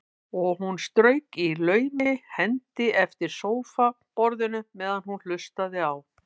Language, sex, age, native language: Icelandic, female, 50-59, Icelandic